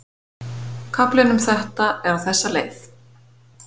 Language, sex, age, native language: Icelandic, female, 50-59, Icelandic